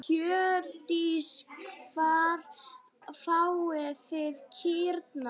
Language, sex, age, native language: Icelandic, female, 9, Icelandic